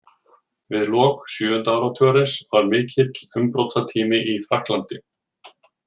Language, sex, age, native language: Icelandic, male, 40-49, Icelandic